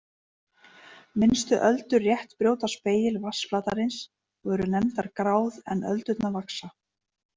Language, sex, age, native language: Icelandic, female, 30-39, Icelandic